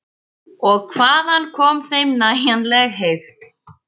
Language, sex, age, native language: Icelandic, female, 14, Icelandic